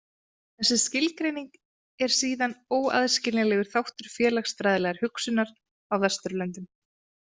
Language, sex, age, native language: Icelandic, female, 30-39, Icelandic